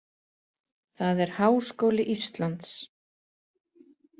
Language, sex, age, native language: Icelandic, female, 40-49, Icelandic